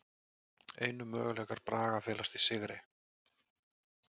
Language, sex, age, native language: Icelandic, male, 30-39, Icelandic